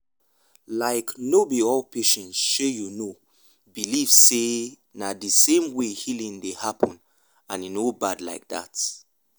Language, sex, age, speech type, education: Nigerian Pidgin, male, 15-29, spontaneous, tertiary